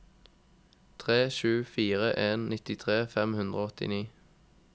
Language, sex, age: Norwegian, male, 21